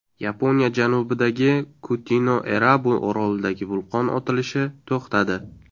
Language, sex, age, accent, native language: Uzbek, male, 18-24, Navoiy, Uzbek